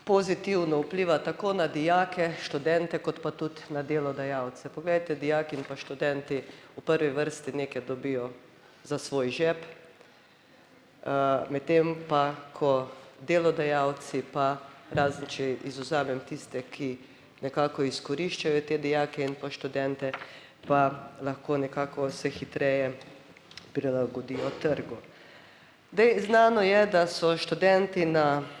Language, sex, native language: Slovenian, female, Slovenian